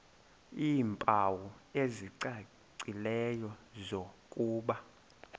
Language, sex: Xhosa, male